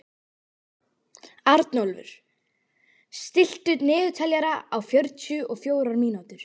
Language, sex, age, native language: Icelandic, female, 12, Icelandic